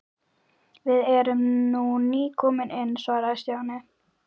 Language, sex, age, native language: Icelandic, female, 12, Icelandic